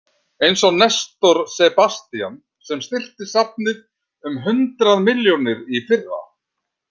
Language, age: Icelandic, 50-59